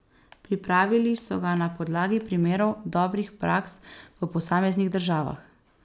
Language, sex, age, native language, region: Slovenian, female, 18-29, Slovenian, Savinja region